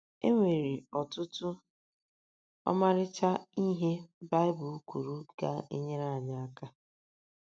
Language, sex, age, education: Igbo, female, 30-45, tertiary